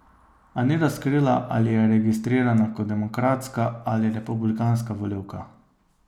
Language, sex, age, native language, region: Slovenian, male, 30-49, Slovenian, Savinja region